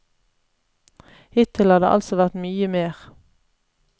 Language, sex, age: Norwegian, female, 31